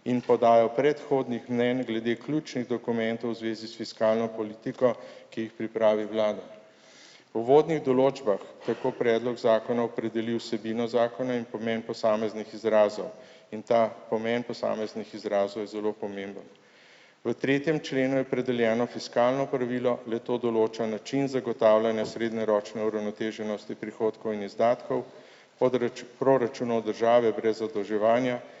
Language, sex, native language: Slovenian, male, Slovenian